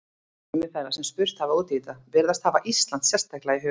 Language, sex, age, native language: Icelandic, female, 30-39, Icelandic